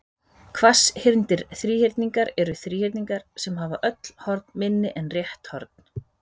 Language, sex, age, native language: Icelandic, female, 30-39, Icelandic